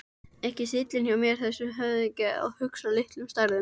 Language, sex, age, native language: Icelandic, female, 13, Icelandic